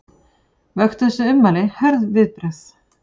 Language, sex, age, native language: Icelandic, female, 40-49, Icelandic